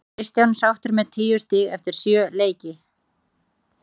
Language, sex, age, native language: Icelandic, female, 30-39, Icelandic